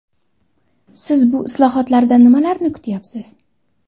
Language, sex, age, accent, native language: Uzbek, female, under 19, Andijon, Uzbek